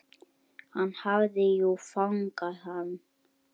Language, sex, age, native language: Icelandic, male, 8, Icelandic